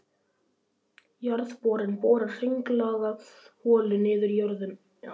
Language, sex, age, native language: Icelandic, male, 11, Icelandic